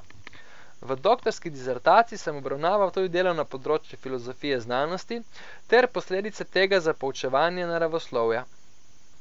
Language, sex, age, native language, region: Slovenian, male, 18-29, Slovenian, Coastal Karst region